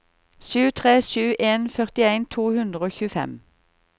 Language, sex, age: Norwegian, female, 38